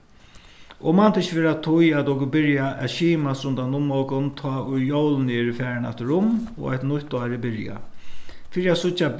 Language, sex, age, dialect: Faroese, male, 61+, Suðuroy